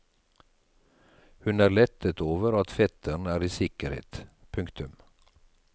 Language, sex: Norwegian, male